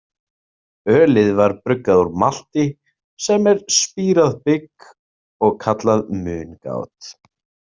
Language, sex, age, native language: Icelandic, male, 30-39, Icelandic